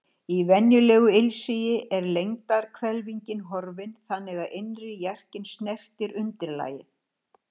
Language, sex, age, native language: Icelandic, female, 60-69, Icelandic